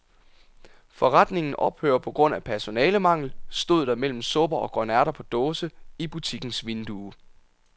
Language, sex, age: Danish, male, 27